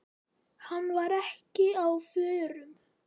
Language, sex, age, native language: Icelandic, male, 9, Icelandic